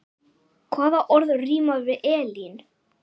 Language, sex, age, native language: Icelandic, male, 10, Icelandic